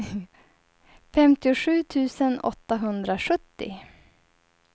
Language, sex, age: Swedish, female, 30